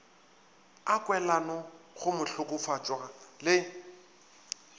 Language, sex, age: Northern Sotho, male, 24